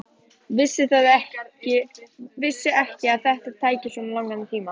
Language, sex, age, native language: Icelandic, female, 14, Icelandic